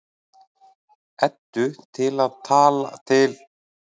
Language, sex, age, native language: Icelandic, male, 30-39, Icelandic